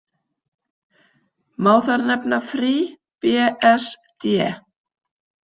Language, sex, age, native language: Icelandic, female, 50-59, Icelandic